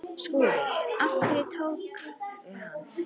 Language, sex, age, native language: Icelandic, female, 10, Icelandic